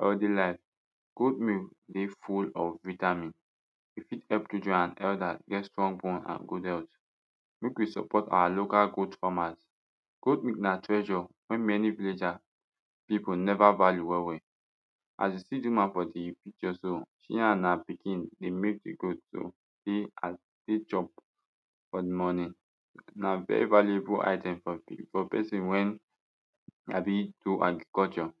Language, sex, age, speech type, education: Nigerian Pidgin, male, 15-29, spontaneous, tertiary